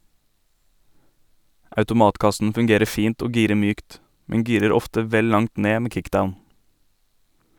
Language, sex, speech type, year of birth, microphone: Norwegian, male, read, 1989, Sennheiser